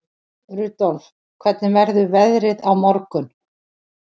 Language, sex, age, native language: Icelandic, female, 40-49, Icelandic